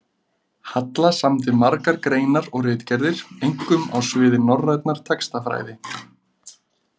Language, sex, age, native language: Icelandic, male, 30-39, Icelandic